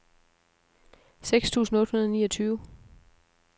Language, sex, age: Danish, female, 34